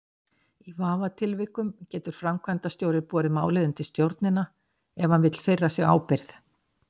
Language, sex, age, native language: Icelandic, female, 60-69, Icelandic